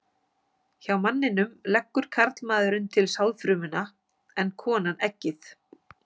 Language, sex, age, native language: Icelandic, female, 40-49, Icelandic